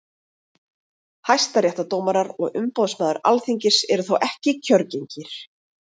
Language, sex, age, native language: Icelandic, female, 30-39, Icelandic